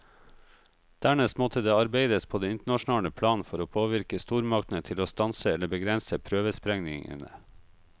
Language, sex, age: Norwegian, male, 38